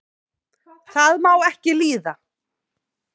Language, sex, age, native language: Icelandic, female, 40-49, Icelandic